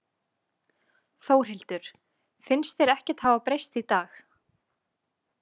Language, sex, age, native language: Icelandic, female, 20-29, Icelandic